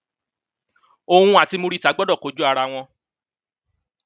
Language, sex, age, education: Yoruba, male, 30-45, tertiary